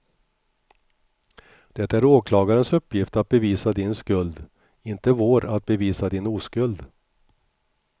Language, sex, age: Swedish, male, 61